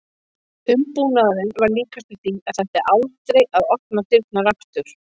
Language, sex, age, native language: Icelandic, female, 50-59, Icelandic